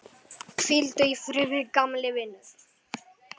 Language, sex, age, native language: Icelandic, male, 10, Icelandic